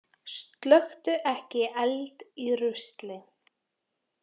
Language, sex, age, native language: Icelandic, female, 18-19, Icelandic